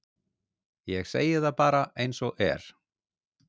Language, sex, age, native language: Icelandic, male, 40-49, Icelandic